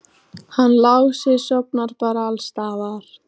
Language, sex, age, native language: Icelandic, female, 14, Icelandic